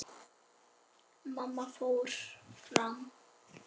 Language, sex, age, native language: Icelandic, male, 7, Icelandic